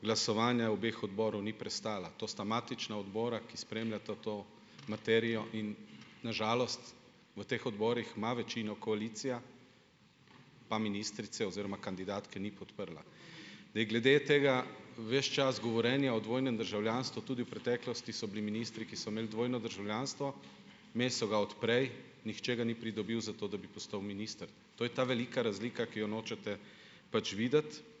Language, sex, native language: Slovenian, male, Slovenian